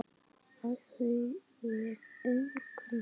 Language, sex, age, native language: Icelandic, male, 7, Icelandic